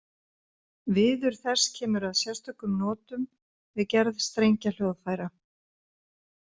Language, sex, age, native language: Icelandic, female, 50-59, Icelandic